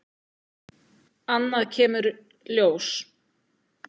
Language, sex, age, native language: Icelandic, female, 9, Icelandic